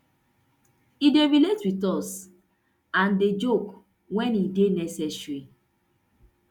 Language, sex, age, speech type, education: Nigerian Pidgin, female, 30-45, spontaneous, tertiary